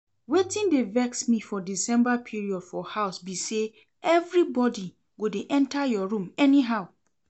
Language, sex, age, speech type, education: Nigerian Pidgin, female, 30-45, read, secondary